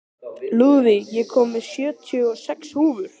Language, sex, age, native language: Icelandic, male, 13, Icelandic